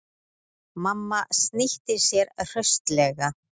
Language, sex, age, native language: Icelandic, female, 30-39, Icelandic